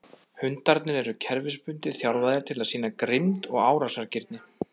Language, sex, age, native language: Icelandic, male, 30-39, Icelandic